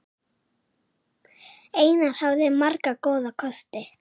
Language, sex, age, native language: Icelandic, female, 7, Icelandic